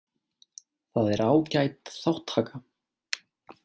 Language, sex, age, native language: Icelandic, male, 18-19, Icelandic